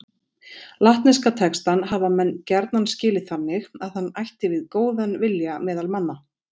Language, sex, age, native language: Icelandic, female, 40-49, Icelandic